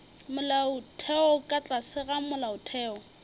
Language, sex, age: Northern Sotho, female, 21